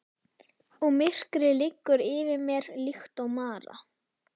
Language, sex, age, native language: Icelandic, female, 11, Icelandic